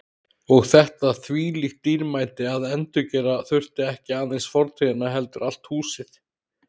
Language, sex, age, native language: Icelandic, male, 30-39, Icelandic